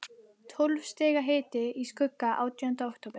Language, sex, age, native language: Icelandic, female, 11, Icelandic